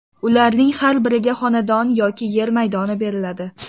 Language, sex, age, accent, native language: Uzbek, female, 12-17, Toshkent shahri, Uzbek